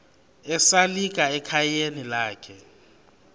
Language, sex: Xhosa, male